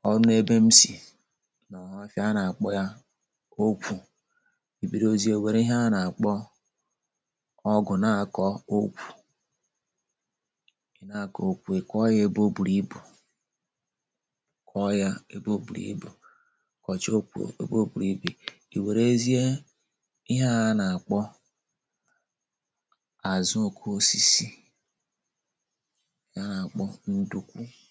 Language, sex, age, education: Igbo, male, 46-60, tertiary